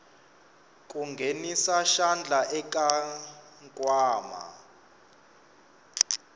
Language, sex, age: Tsonga, male, 25